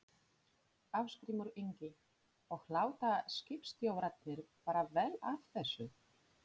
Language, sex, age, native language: Icelandic, female, 30-39, Polish